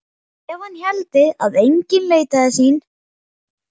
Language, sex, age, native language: Icelandic, male, 11, Icelandic